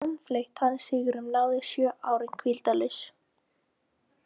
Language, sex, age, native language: Icelandic, female, 18-19, Icelandic